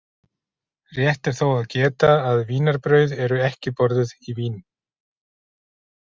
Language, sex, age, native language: Icelandic, male, 40-49, Icelandic